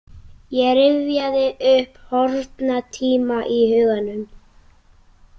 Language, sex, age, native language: Icelandic, female, 18-19, Icelandic